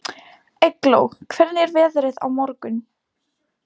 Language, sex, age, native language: Icelandic, female, 18-19, Polish